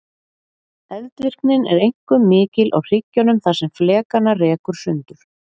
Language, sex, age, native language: Icelandic, female, 40-49, Icelandic